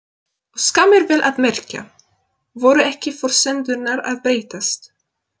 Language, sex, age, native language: Icelandic, female, 20-29, Polish